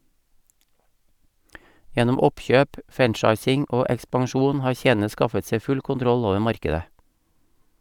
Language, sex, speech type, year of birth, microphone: Norwegian, male, read, 1956, Sennheiser